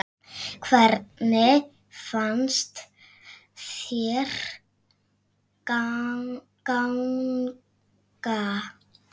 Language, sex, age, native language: Icelandic, female, 6, Icelandic